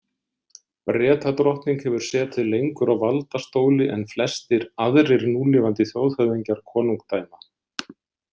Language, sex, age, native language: Icelandic, male, 60-69, Icelandic